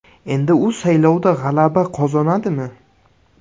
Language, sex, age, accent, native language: Uzbek, male, 18-24, Samarqand, Uzbek